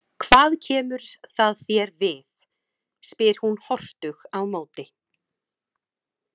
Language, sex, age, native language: Icelandic, female, 30-39, Icelandic